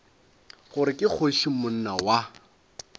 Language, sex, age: Northern Sotho, male, 22